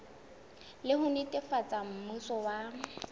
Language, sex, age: Southern Sotho, female, 22